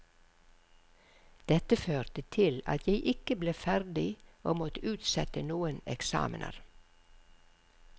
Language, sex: Norwegian, female